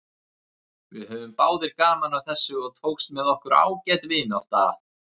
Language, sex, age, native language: Icelandic, male, 30-39, Icelandic